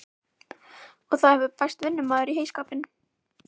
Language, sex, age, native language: Icelandic, female, 11, Icelandic